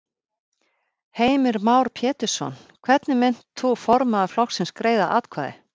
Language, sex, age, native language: Icelandic, female, 50-59, Icelandic